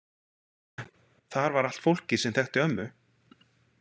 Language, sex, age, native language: Icelandic, male, 40-49, Icelandic